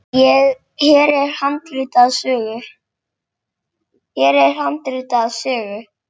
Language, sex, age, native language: Icelandic, female, 7, Icelandic